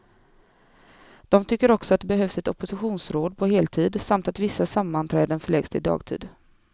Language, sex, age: Swedish, female, 24